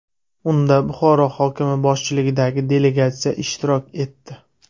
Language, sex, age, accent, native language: Uzbek, male, 25-34, Surxondaryo, Uzbek